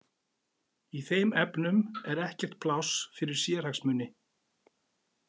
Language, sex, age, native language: Icelandic, male, 40-49, Icelandic